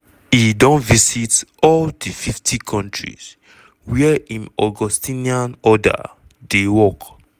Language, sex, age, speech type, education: Nigerian Pidgin, male, 15-29, spontaneous, tertiary